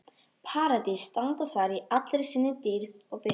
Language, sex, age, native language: Icelandic, female, 13, Icelandic